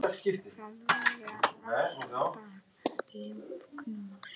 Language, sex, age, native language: Icelandic, male, 9, Icelandic